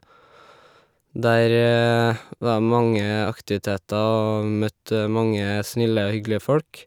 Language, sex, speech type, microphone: Norwegian, male, spontaneous, Shure